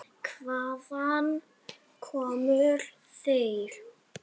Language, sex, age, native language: Icelandic, female, 7, Danish